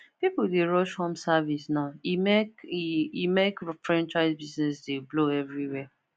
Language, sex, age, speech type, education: Nigerian Pidgin, female, 15-29, spontaneous, tertiary